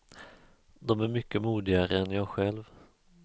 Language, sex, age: Swedish, male, 34